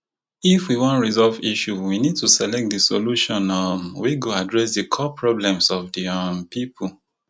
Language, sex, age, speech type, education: Nigerian Pidgin, female, 30-45, spontaneous, tertiary